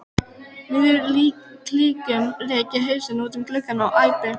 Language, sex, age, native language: Icelandic, female, 12, Icelandic